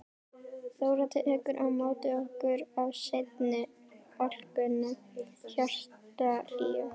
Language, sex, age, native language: Icelandic, female, 12, Icelandic